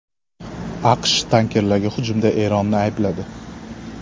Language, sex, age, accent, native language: Uzbek, male, 18-24, Andijon, Uzbek